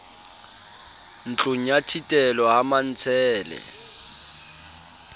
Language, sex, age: Southern Sotho, male, 30